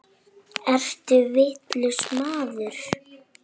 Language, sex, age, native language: Icelandic, female, 7, Icelandic